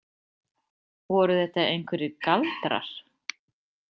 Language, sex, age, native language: Icelandic, female, 30-39, Icelandic